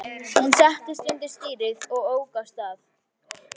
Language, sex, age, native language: Icelandic, female, 11, Icelandic